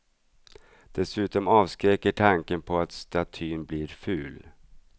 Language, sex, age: Swedish, male, 42